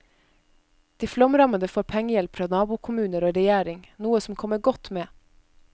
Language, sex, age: Norwegian, female, 22